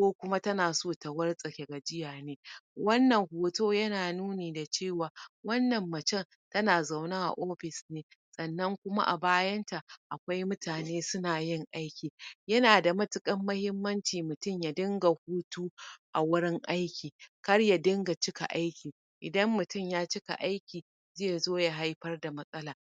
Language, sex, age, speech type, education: Hausa, female, 30-45, spontaneous, tertiary